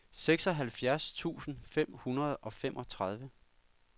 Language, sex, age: Danish, male, 39